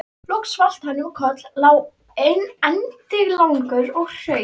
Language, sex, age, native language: Icelandic, female, 13, Icelandic